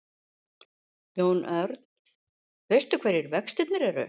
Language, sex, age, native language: Icelandic, female, 50-59, Icelandic